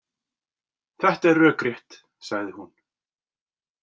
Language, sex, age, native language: Icelandic, male, 40-49, Icelandic